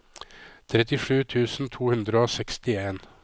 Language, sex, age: Norwegian, male, 53